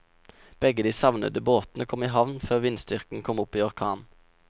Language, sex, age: Norwegian, male, 27